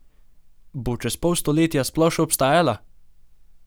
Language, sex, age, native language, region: Slovenian, male, 18-29, Slovenian, Gorenjska region